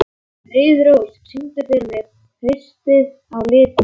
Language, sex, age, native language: Icelandic, male, 11, Icelandic